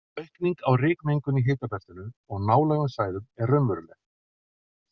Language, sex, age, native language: Icelandic, male, 40-49, Icelandic